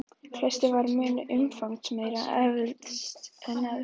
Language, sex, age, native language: Icelandic, female, 11, Icelandic